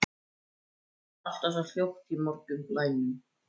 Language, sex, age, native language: Icelandic, male, 14, Icelandic